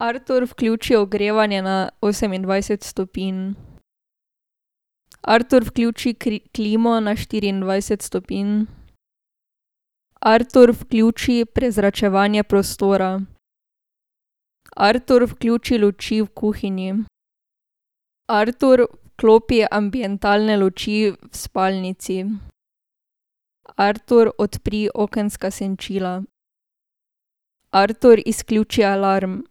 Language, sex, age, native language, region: Slovenian, female, 18-29, Slovenian, Drava region